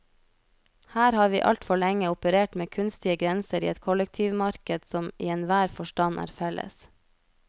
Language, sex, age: Norwegian, female, 33